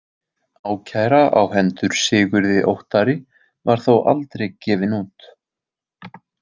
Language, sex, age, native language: Icelandic, male, 20-29, Icelandic